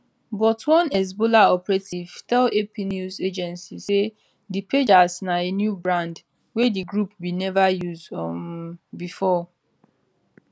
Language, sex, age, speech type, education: Nigerian Pidgin, female, 15-29, spontaneous, tertiary